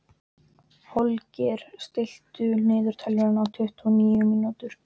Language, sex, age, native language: Icelandic, male, 12, Icelandic